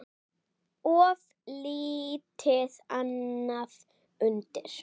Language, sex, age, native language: Icelandic, female, 8, Icelandic